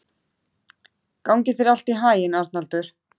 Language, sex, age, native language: Icelandic, male, 13, Icelandic